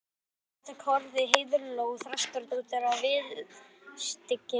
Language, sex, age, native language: Icelandic, male, 11, Icelandic